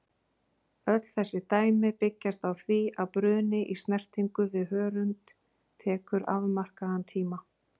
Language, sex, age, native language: Icelandic, female, 40-49, Icelandic